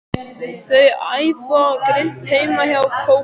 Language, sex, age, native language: Icelandic, male, 12, Icelandic